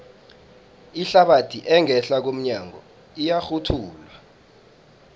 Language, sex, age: South Ndebele, male, 19